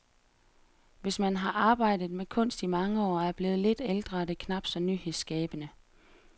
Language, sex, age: Danish, female, 33